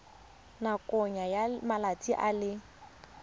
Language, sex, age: Tswana, female, 20